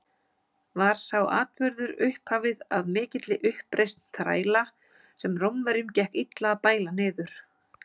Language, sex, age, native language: Icelandic, female, 40-49, Icelandic